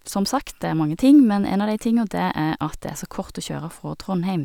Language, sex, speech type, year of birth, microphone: Norwegian, female, spontaneous, 1969, Sennheiser